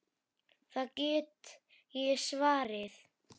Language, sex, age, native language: Icelandic, female, 8, Icelandic